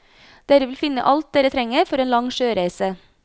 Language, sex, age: Norwegian, female, 26